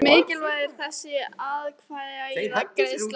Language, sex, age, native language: Icelandic, female, 14, Icelandic